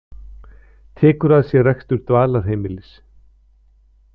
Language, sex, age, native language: Icelandic, male, 50-59, Icelandic